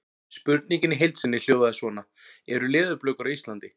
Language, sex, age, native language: Icelandic, male, 40-49, Icelandic